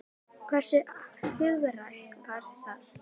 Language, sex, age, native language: Icelandic, female, 10, Icelandic